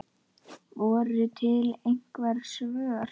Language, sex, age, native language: Icelandic, male, 9, Icelandic